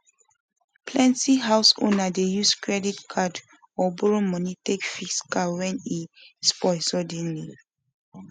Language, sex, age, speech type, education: Nigerian Pidgin, female, 15-29, spontaneous, secondary